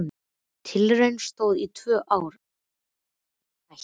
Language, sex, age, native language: Icelandic, male, 12, Icelandic